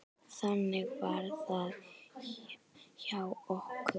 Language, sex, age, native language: Icelandic, female, 9, Icelandic